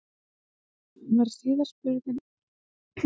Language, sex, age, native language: Icelandic, female, 20-29, Icelandic